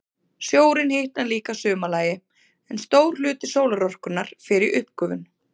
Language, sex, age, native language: Icelandic, female, 30-39, Icelandic